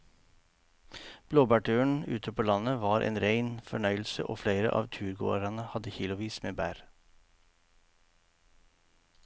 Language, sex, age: Norwegian, male, 48